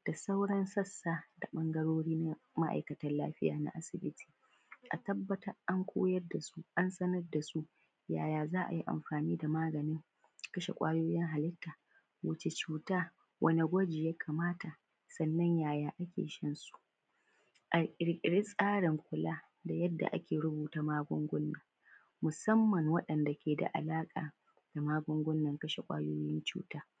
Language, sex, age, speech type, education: Hausa, female, 15-29, spontaneous, primary